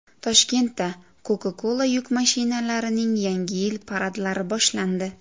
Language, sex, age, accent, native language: Uzbek, female, 18-24, Jizzax, Uzbek